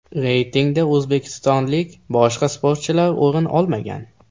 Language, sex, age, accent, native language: Uzbek, male, 18-24, Toshkent shahri, Uzbek